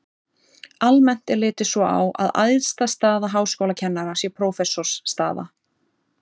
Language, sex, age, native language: Icelandic, female, 30-39, Icelandic